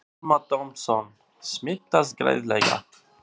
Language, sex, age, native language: Icelandic, male, 40-49, Albanian